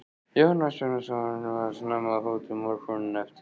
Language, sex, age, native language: Icelandic, male, 14, Icelandic